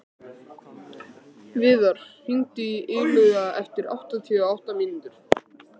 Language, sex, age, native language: Icelandic, male, 13, Icelandic